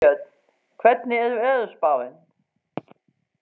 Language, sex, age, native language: Icelandic, female, 40-49, Faroese